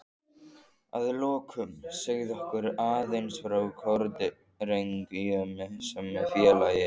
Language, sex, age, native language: Icelandic, male, 14, Icelandic